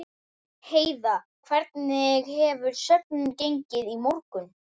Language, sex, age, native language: Icelandic, female, 11, Icelandic